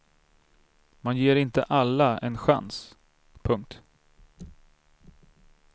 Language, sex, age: Swedish, male, 32